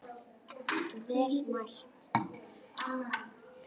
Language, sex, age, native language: Icelandic, female, 9, Icelandic